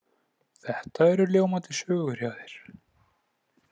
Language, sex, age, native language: Icelandic, male, 20-29, Icelandic